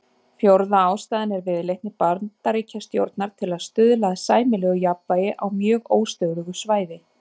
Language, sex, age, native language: Icelandic, female, 30-39, Icelandic